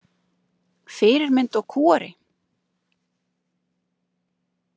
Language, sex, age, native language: Icelandic, female, 30-39, Icelandic